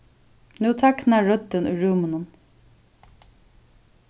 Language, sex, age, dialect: Faroese, female, 36-60, Suðurstreymoy